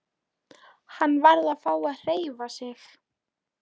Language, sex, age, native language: Icelandic, female, 13, Polish